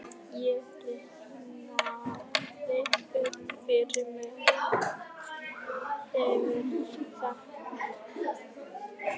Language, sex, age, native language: Icelandic, male, 11, Icelandic